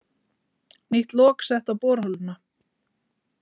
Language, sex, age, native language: Icelandic, female, 40-49, Icelandic